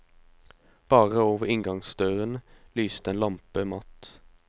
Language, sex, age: Norwegian, male, 25